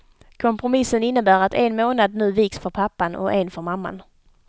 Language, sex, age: Swedish, female, 32